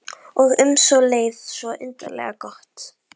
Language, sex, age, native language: Icelandic, female, 11, Icelandic